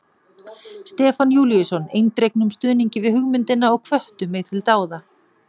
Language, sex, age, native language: Icelandic, female, 40-49, Icelandic